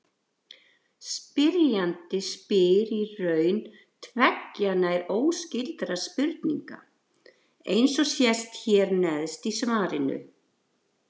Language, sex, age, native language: Icelandic, female, 60-69, Icelandic